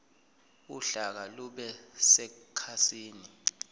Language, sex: Zulu, male